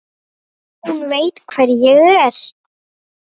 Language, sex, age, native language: Icelandic, female, 9, Icelandic